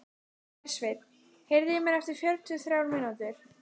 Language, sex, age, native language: Icelandic, male, 14, Icelandic